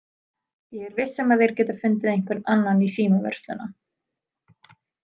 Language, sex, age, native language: Icelandic, female, 20-29, Icelandic